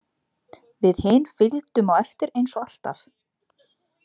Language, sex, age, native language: Icelandic, female, 20-29, Icelandic